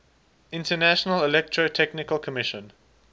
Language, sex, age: English, male, 19